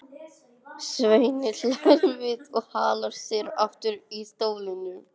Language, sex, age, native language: Icelandic, male, 18-19, English